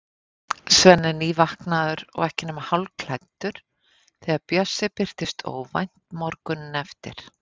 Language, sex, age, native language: Icelandic, female, 50-59, Icelandic